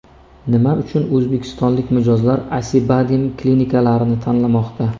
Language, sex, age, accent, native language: Uzbek, male, 25-34, Samarqand, Uzbek